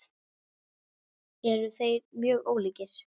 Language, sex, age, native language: Icelandic, female, 10, Icelandic